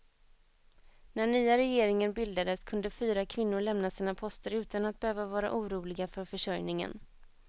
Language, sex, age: Swedish, female, 21